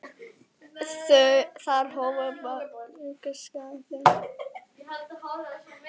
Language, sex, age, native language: Icelandic, female, 10, Icelandic